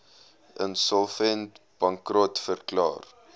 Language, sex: Afrikaans, male